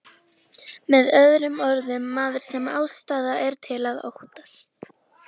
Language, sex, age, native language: Icelandic, female, 13, Icelandic